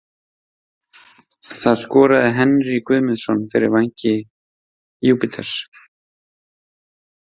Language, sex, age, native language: Icelandic, male, 30-39, Icelandic